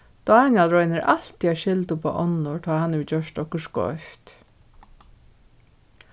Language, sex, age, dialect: Faroese, female, 36-60, Norðurstreymoy/Eysturoy